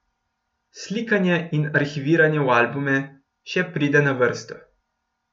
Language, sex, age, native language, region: Slovenian, male, 18-29, Slovenian, Gorenjska region